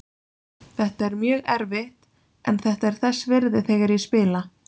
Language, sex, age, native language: Icelandic, female, 20-29, Icelandic